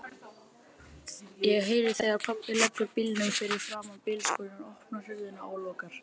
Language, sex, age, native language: Icelandic, male, 30-39, Icelandic